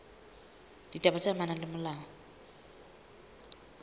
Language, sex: Southern Sotho, female